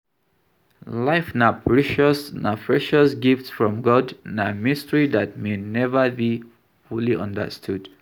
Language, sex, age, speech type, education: Nigerian Pidgin, male, 46-60, read, tertiary